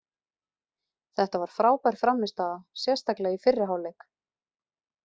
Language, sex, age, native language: Icelandic, female, 20-29, Icelandic